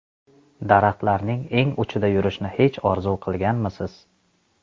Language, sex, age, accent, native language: Uzbek, male, 35+, Andijon, Uzbek